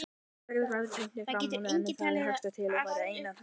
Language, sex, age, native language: Icelandic, female, 18-19, Icelandic